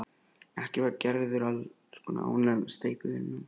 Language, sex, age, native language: Icelandic, male, 11, Icelandic